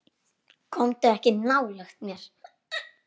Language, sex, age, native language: Icelandic, female, 9, Icelandic